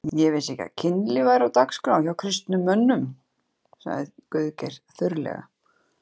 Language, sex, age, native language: Icelandic, female, 30-39, Icelandic